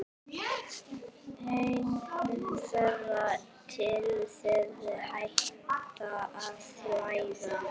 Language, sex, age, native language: Icelandic, female, 11, Icelandic